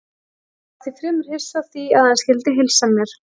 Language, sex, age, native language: Icelandic, female, 40-49, Icelandic